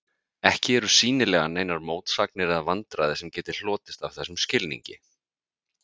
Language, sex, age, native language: Icelandic, male, 30-39, Icelandic